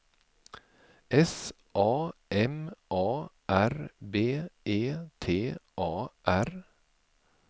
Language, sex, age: Swedish, male, 47